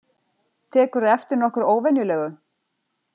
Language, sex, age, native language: Icelandic, female, 40-49, Icelandic